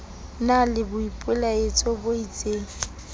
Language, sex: Southern Sotho, female